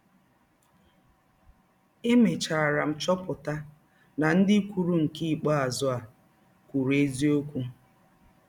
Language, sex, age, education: Igbo, female, 30-45, tertiary